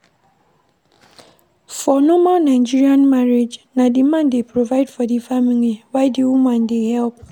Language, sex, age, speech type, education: Nigerian Pidgin, female, 15-29, read, primary